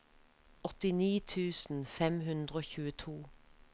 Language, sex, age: Norwegian, female, 33